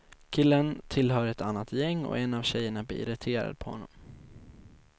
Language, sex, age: Swedish, male, 19